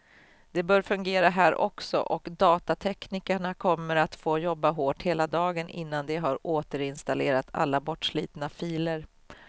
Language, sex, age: Swedish, female, 44